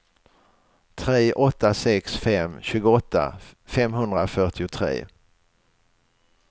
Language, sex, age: Swedish, male, 61